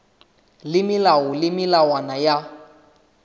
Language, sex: Southern Sotho, male